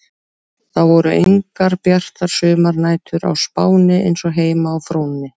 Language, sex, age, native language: Icelandic, female, 30-39, Icelandic